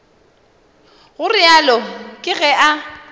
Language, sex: Northern Sotho, female